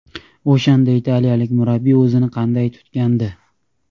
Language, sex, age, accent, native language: Uzbek, male, 18-24, Namangan, Uzbek